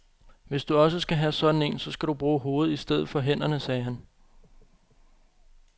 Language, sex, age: Danish, male, 25